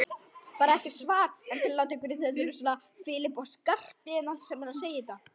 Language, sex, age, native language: Icelandic, male, 9, Icelandic